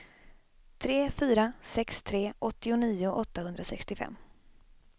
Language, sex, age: Swedish, female, 26